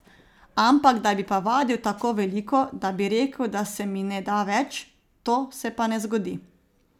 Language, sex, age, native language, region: Slovenian, female, 30-49, Slovenian, Zasavska region